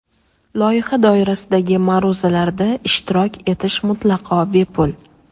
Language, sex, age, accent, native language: Uzbek, female, 18-24, Toshkent shahri, Uzbek